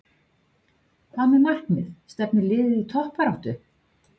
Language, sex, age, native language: Icelandic, female, 50-59, Icelandic